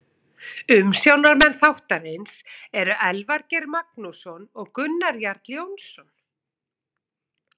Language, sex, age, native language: Icelandic, female, 40-49, Icelandic